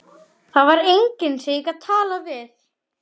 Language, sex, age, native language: Icelandic, male, 12, Icelandic